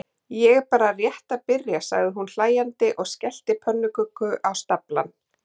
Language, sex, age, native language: Icelandic, female, 40-49, Icelandic